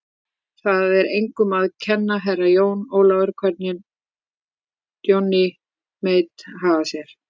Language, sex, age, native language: Icelandic, female, 50-59, Icelandic